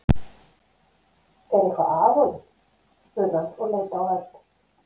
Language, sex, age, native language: Icelandic, female, 50-59, Icelandic